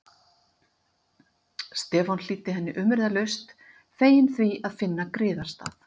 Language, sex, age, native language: Icelandic, female, 50-59, Icelandic